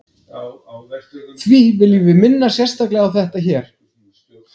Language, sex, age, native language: Icelandic, male, 30-39, Icelandic